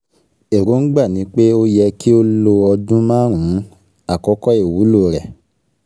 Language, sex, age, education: Yoruba, male, 15-29, secondary